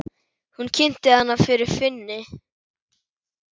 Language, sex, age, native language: Icelandic, female, 10, Icelandic